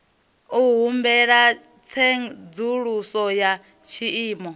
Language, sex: Venda, female